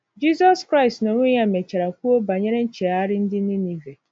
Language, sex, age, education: Igbo, female, 30-45, tertiary